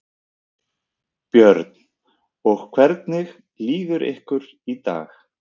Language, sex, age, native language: Icelandic, male, 30-39, Icelandic